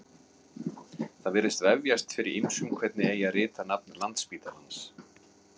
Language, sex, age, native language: Icelandic, male, 40-49, Icelandic